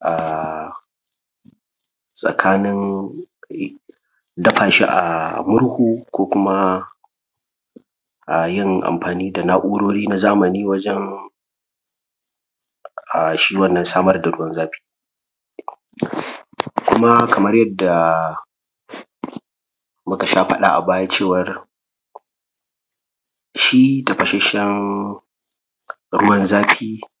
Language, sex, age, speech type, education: Hausa, male, 30-45, spontaneous, primary